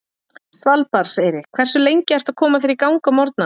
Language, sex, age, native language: Icelandic, female, 40-49, Icelandic